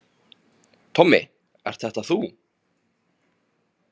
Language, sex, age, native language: Icelandic, male, 30-39, Icelandic